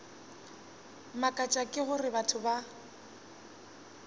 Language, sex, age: Northern Sotho, female, 20